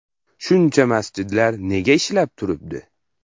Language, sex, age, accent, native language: Uzbek, male, under 19, Farg'ona, Uzbek